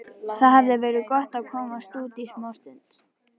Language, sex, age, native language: Icelandic, other, 12, Icelandic